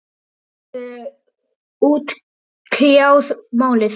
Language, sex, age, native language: Icelandic, male, 9, Icelandic